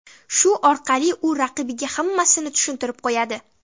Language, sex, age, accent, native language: Uzbek, female, 12-17, Samarqand, Uzbek